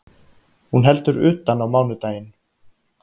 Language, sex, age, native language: Icelandic, male, 30-39, Icelandic